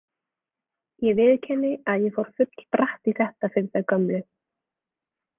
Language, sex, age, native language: Icelandic, female, 20-29, Icelandic